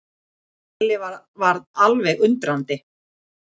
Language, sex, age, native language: Icelandic, female, 40-49, Icelandic